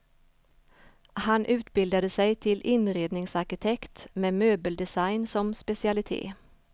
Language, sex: Swedish, female